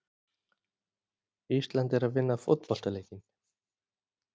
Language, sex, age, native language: Icelandic, male, 40-49, Icelandic